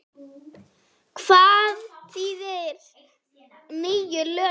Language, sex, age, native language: Icelandic, male, 9, Icelandic